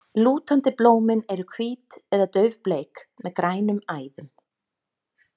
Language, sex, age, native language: Icelandic, female, 30-39, Icelandic